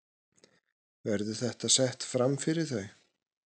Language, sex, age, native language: Icelandic, male, 30-39, Icelandic